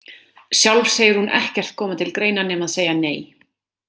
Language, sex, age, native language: Icelandic, female, 30-39, Icelandic